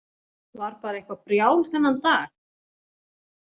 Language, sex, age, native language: Icelandic, female, 40-49, Icelandic